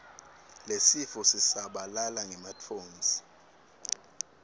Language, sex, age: Swati, male, 19